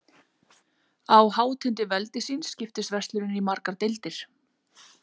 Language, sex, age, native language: Icelandic, female, 40-49, Icelandic